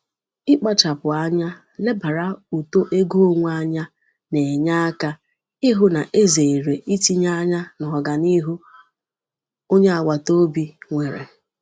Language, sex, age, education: Igbo, female, 30-45, tertiary